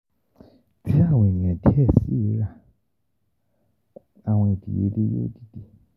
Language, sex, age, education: Yoruba, male, 15-29, tertiary